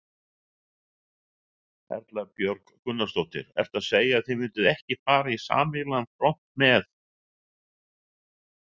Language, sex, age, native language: Icelandic, male, 60-69, Icelandic